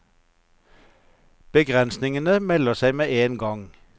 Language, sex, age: Norwegian, male, 54